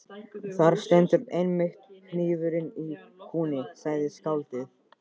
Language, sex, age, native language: Icelandic, male, 14, Icelandic